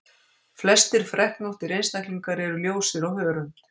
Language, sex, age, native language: Icelandic, female, 50-59, Icelandic